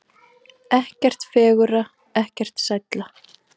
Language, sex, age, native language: Icelandic, female, 30-39, Icelandic